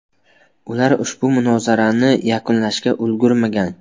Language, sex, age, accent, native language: Uzbek, male, 19-29, Buxoro, Uzbek